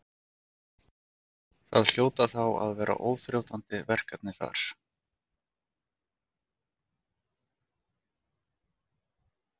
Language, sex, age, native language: Icelandic, male, 40-49, Icelandic